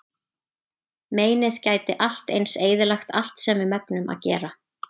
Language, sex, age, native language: Icelandic, female, 30-39, Icelandic